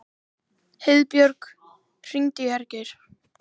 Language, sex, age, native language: Icelandic, male, 18-19, Icelandic